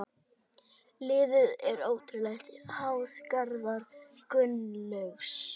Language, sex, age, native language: Icelandic, male, 18-19, Icelandic